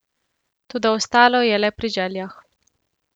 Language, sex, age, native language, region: Slovenian, female, 18-29, Slovenian, Central Slovenia